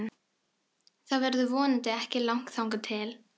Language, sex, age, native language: Icelandic, female, 13, Filipino